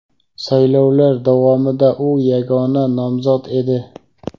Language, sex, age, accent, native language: Uzbek, male, 18-24, Samarqand, Uzbek